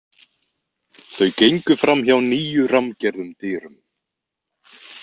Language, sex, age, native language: Icelandic, male, 20-29, Icelandic